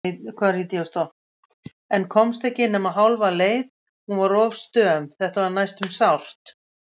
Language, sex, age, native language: Icelandic, female, 60-69, Icelandic